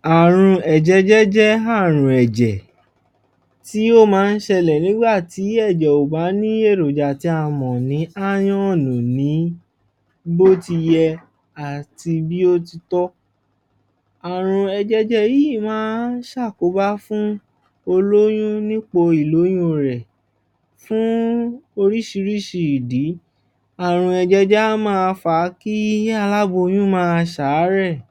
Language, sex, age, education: Yoruba, male, 15-29, tertiary